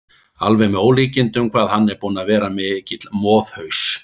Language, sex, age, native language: Icelandic, male, 40-49, Icelandic